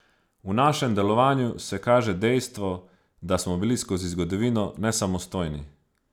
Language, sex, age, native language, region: Slovenian, male, 30-49, Slovenian, Savinja region